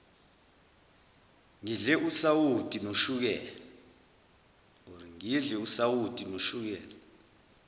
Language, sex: Zulu, male